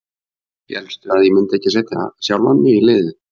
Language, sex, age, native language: Icelandic, male, 50-59, Icelandic